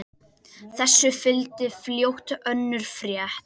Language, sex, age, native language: Icelandic, male, 10, Icelandic